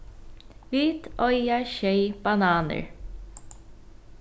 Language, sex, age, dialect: Faroese, female, 36-60, Norðuroyggjar